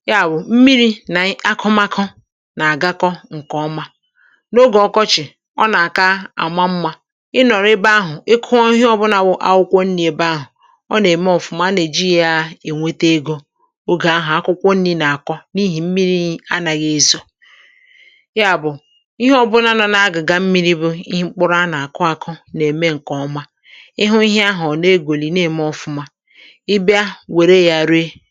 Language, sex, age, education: Igbo, female, 46-60, tertiary